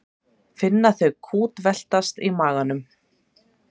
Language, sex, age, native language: Icelandic, female, 30-39, Icelandic